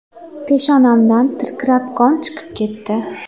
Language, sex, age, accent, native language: Uzbek, female, 18-24, Xorazm, Uzbek